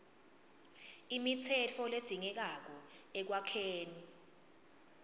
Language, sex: Swati, female